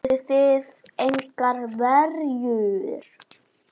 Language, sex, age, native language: Icelandic, female, 9, Icelandic